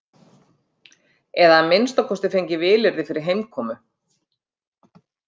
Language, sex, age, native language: Icelandic, female, 50-59, Icelandic